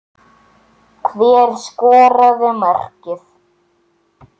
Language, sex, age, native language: Icelandic, male, 7, Icelandic